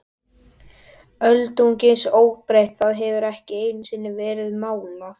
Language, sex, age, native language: Icelandic, male, 12, Icelandic